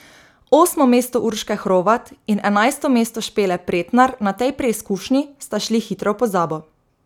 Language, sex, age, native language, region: Slovenian, female, 18-29, Slovenian, Drava region